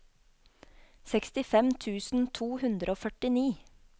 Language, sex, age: Norwegian, female, 24